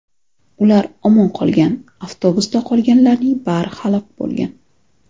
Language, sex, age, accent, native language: Uzbek, female, 25-34, Toshkent shahri, Uzbek